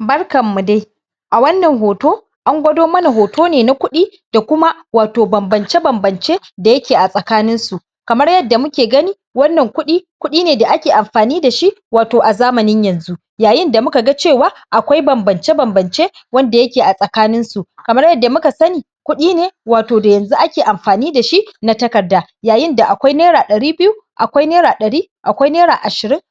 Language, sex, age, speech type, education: Hausa, female, 46-60, spontaneous, tertiary